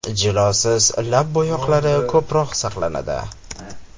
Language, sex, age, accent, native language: Uzbek, male, 18-24, Farg'ona, Uzbek